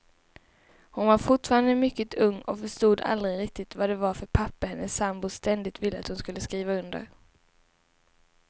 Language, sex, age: Swedish, female, 19